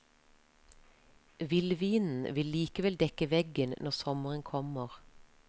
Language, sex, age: Norwegian, female, 33